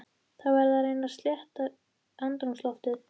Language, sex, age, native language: Icelandic, female, 13, Icelandic